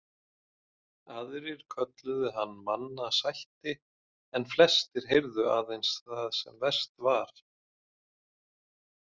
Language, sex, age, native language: Icelandic, male, 30-39, Icelandic